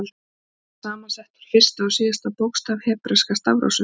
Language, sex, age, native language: Icelandic, female, 40-49, Icelandic